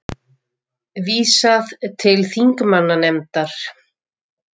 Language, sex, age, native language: Icelandic, female, 50-59, Icelandic